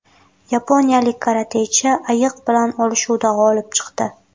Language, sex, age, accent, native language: Uzbek, female, 18-24, Buxoro, Uzbek